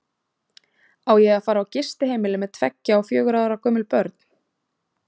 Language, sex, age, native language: Icelandic, female, 20-29, Icelandic